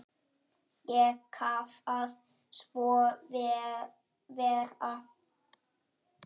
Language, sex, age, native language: Icelandic, female, 6, Icelandic